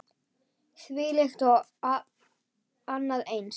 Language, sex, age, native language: Icelandic, female, 10, Icelandic